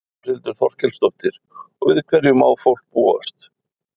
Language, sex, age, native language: Icelandic, male, 50-59, Icelandic